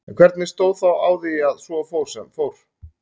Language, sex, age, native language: Icelandic, male, 30-39, Icelandic